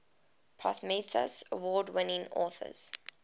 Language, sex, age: English, female, 20